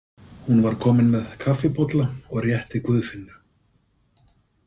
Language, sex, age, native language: Icelandic, male, 50-59, Icelandic